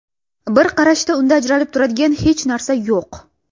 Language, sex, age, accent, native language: Uzbek, female, 19-29, Toshkent viloyati, Russian